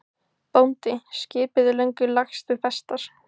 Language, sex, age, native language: Icelandic, female, 15, Icelandic